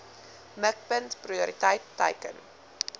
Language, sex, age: Afrikaans, female, 19